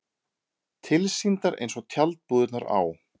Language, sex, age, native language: Icelandic, male, 30-39, Icelandic